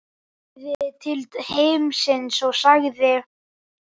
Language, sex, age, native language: Icelandic, male, 10, Icelandic